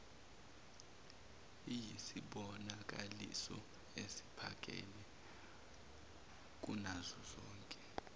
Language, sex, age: Zulu, male, 23